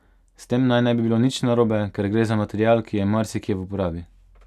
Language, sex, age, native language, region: Slovenian, male, 18-29, Slovenian, Pomurje region